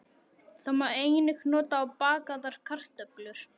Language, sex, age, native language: Icelandic, male, 11, Icelandic